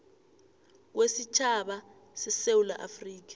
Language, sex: South Ndebele, female